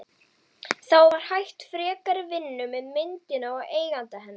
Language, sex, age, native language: Icelandic, female, 12, Icelandic